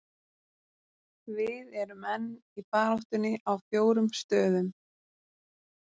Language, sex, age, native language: Icelandic, female, 30-39, Icelandic